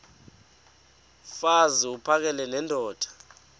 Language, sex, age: Xhosa, male, 23